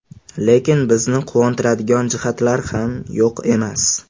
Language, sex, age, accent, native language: Uzbek, male, 18-24, Andijon, Uzbek